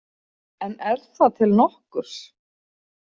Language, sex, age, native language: Icelandic, female, 40-49, Icelandic